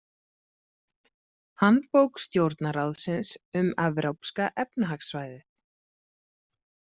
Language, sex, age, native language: Icelandic, female, 40-49, Icelandic